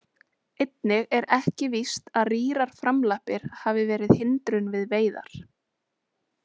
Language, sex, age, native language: Icelandic, female, 20-29, Icelandic